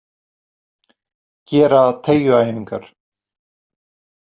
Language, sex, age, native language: Icelandic, male, 40-49, Icelandic